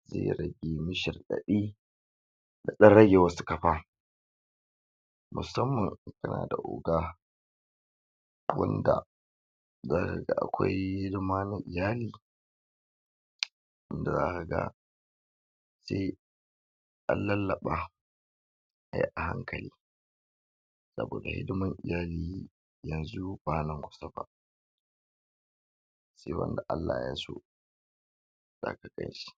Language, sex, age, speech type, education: Hausa, male, 46-60, spontaneous, tertiary